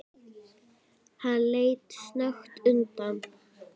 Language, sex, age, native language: Icelandic, female, 10, Icelandic